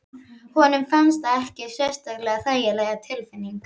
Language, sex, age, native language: Icelandic, female, 12, Icelandic